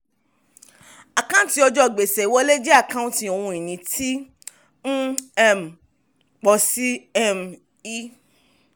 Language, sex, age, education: Yoruba, female, 15-29, tertiary